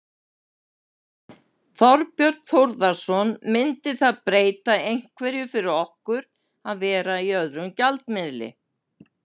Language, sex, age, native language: Icelandic, female, 70-79, Icelandic